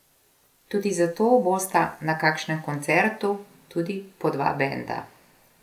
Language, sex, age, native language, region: Slovenian, female, 50-59, Slovenian, Gorenjska region